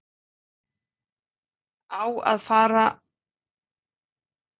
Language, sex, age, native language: Icelandic, female, 40-49, Icelandic